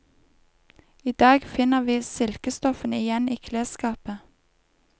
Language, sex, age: Norwegian, female, 31